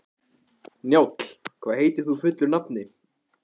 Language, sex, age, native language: Icelandic, male, 14, Icelandic